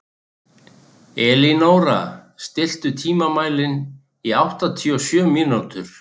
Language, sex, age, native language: Icelandic, male, 60-69, Icelandic